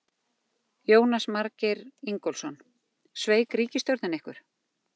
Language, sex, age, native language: Icelandic, female, 40-49, Icelandic